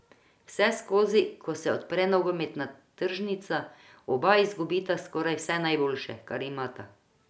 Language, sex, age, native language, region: Slovenian, female, 50-59, Croatian, Drava region